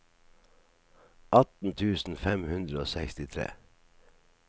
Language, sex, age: Norwegian, male, 57